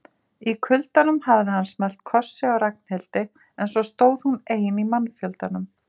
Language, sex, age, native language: Icelandic, female, 40-49, Icelandic